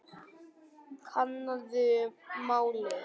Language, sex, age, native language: Icelandic, male, 10, Vietnamese